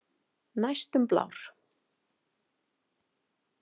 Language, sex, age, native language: Icelandic, female, 40-49, Icelandic